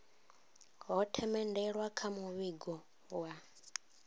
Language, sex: Venda, female